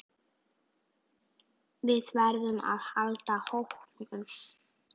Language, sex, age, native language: Icelandic, female, 9, Icelandic